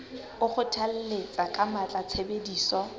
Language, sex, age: Southern Sotho, female, 19